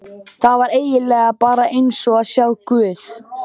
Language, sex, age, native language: Icelandic, male, 12, Icelandic